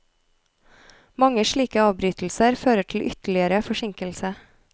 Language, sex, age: Norwegian, female, 33